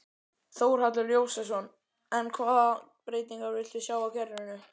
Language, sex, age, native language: Icelandic, male, 12, Icelandic